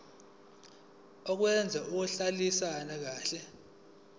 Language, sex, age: Zulu, male, 20